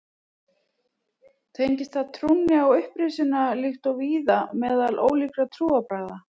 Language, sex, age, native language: Icelandic, female, 40-49, Icelandic